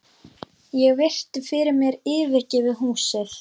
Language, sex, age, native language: Icelandic, female, 12, Icelandic